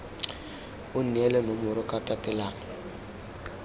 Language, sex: Tswana, male